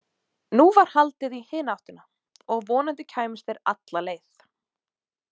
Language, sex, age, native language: Icelandic, female, 20-29, Icelandic